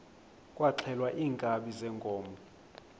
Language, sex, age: Xhosa, male, 20